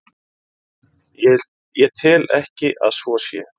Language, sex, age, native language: Icelandic, male, 30-39, Icelandic